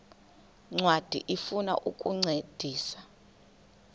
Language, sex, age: Xhosa, female, 21